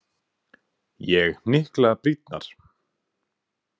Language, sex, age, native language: Icelandic, male, 18-19, Icelandic